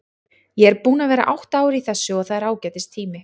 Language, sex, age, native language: Icelandic, female, 30-39, Icelandic